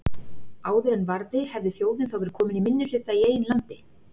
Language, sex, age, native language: Icelandic, female, 40-49, Icelandic